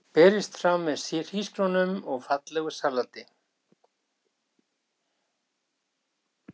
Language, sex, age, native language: Icelandic, male, 60-69, Icelandic